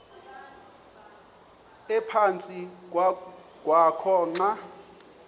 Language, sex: Xhosa, male